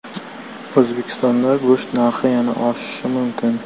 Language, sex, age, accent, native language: Uzbek, male, 25-34, Samarqand, Uzbek